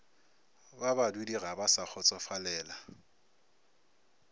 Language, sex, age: Northern Sotho, male, 24